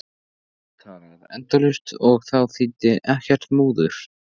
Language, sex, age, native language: Icelandic, male, 14, Icelandic